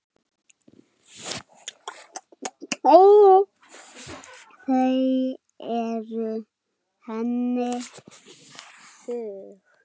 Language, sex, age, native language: Icelandic, male, 7, Icelandic